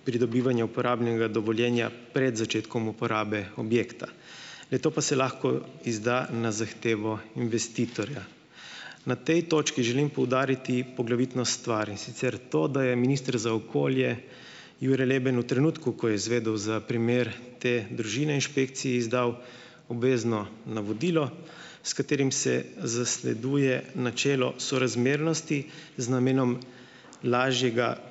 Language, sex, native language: Slovenian, male, Slovenian